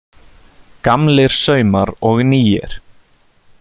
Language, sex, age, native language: Icelandic, male, 30-39, Icelandic